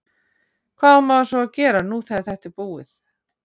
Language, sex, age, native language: Icelandic, female, 40-49, Icelandic